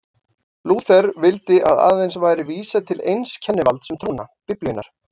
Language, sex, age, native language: Icelandic, male, 40-49, Icelandic